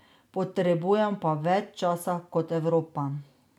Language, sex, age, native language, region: Slovenian, female, 30-49, Slovenian, Drava region